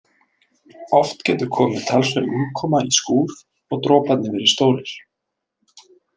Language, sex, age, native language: Icelandic, male, 30-39, Icelandic